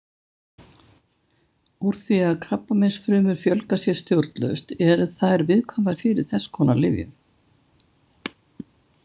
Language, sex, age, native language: Icelandic, female, 70-79, Icelandic